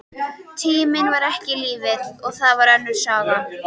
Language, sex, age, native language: Icelandic, female, 13, Icelandic